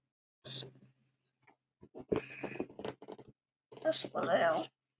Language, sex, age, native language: Icelandic, female, 9, Icelandic